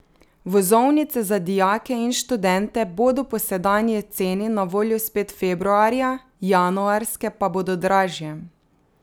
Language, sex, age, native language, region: Slovenian, female, 30-49, Slovenian, Drava region